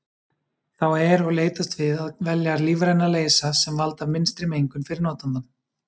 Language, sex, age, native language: Icelandic, male, 30-39, Icelandic